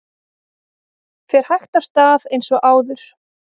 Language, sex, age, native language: Icelandic, female, 30-39, Icelandic